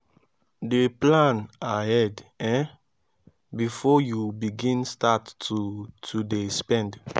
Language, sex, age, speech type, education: Nigerian Pidgin, male, 15-29, spontaneous, tertiary